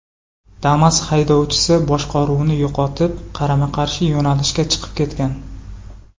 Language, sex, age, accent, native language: Uzbek, male, 19-29, Surxondaryo, Uzbek